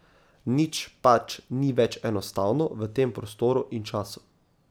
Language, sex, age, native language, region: Slovenian, male, 18-29, Slovenian, Savinja region